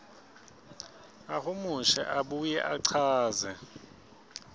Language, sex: Swati, male